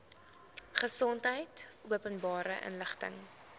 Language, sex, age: Afrikaans, female, 20